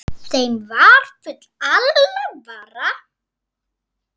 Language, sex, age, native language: Icelandic, female, 7, Icelandic